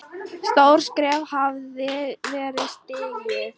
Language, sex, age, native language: Icelandic, female, 10, Polish